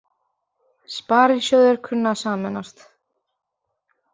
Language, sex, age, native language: Icelandic, female, 20-29, Icelandic